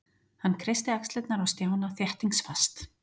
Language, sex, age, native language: Icelandic, female, 40-49, Icelandic